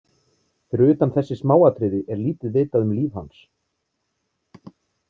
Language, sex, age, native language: Icelandic, male, 30-39, Icelandic